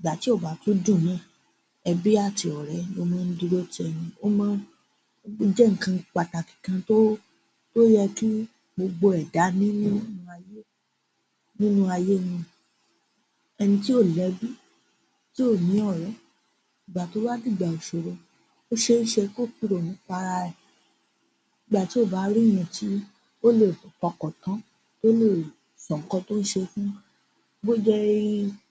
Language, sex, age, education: Yoruba, female, 15-29, tertiary